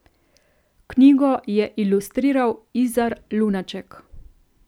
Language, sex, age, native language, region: Slovenian, female, 30-49, Slovenian, Central Slovenia